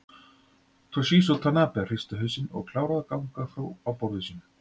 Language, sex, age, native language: Icelandic, male, 40-49, Icelandic